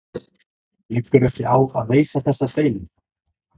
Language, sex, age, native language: Icelandic, male, 20-29, Icelandic